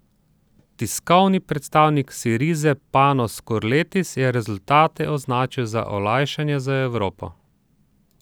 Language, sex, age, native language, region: Slovenian, male, 30-49, Slovenian, Southeast Slovenia